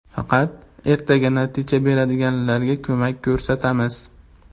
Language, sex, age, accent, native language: Uzbek, male, 18-24, Andijon, Uzbek